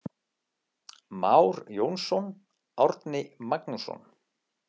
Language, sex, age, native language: Icelandic, male, 50-59, Icelandic